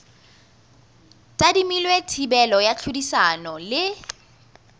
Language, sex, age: Southern Sotho, female, 20